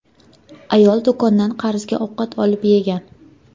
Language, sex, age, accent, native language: Uzbek, female, 25-34, Jizzax, Uzbek